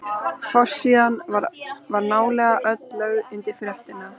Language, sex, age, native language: Icelandic, female, 13, Icelandic